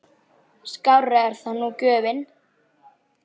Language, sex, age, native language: Icelandic, male, 9, Icelandic